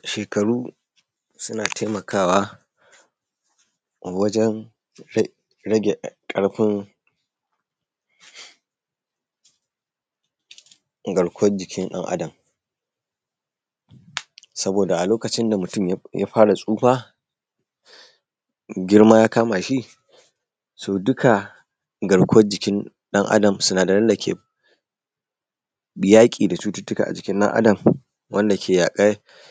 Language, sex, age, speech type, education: Hausa, male, 30-45, spontaneous, secondary